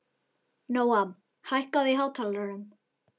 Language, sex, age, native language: Icelandic, male, 11, Icelandic